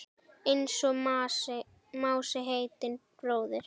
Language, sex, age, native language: Icelandic, female, 10, Icelandic